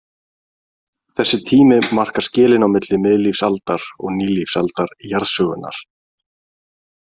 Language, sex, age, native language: Icelandic, male, 30-39, Icelandic